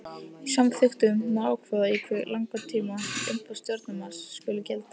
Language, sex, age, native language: Icelandic, male, 18-19, Icelandic